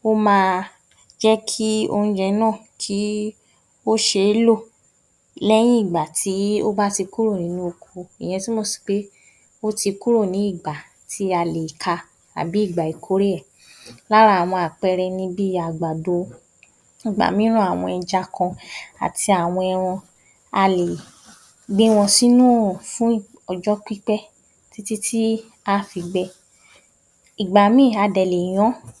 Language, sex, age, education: Yoruba, female, 46-60, tertiary